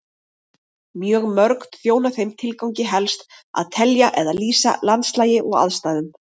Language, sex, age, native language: Icelandic, female, 30-39, Icelandic